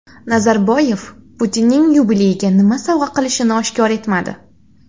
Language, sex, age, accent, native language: Uzbek, female, 19-29, Xorazm, Uzbek